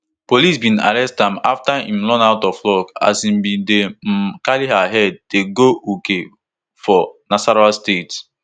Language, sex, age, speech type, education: Nigerian Pidgin, male, 15-29, spontaneous, tertiary